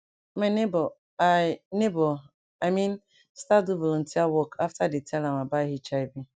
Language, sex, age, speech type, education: Nigerian Pidgin, female, 15-29, spontaneous, tertiary